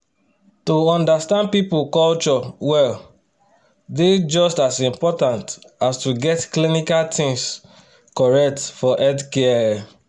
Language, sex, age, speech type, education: Nigerian Pidgin, male, 30-45, spontaneous, tertiary